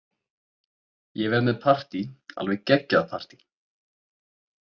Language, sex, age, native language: Icelandic, male, 20-29, Icelandic